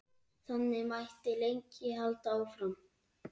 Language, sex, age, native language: Icelandic, male, 8, Icelandic